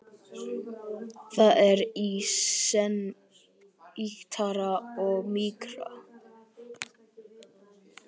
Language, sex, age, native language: Icelandic, male, 12, Icelandic